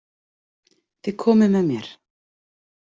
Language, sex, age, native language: Icelandic, female, 40-49, Icelandic